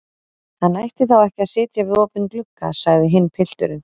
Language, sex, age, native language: Icelandic, female, 30-39, Icelandic